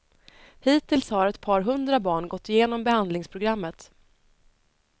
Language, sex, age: Swedish, female, 30